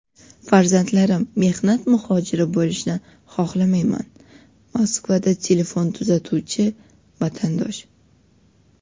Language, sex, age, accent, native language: Uzbek, female, 12-17, Toshkent shahri, Uzbek